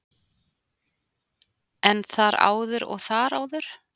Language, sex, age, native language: Icelandic, female, 40-49, Icelandic